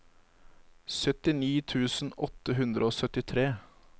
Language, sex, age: Norwegian, male, 25